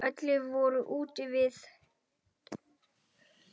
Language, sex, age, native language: Icelandic, male, 7, Icelandic